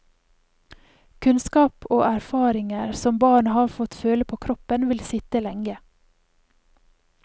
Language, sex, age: Norwegian, female, 28